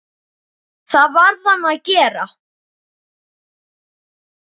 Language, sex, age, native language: Icelandic, male, 9, Icelandic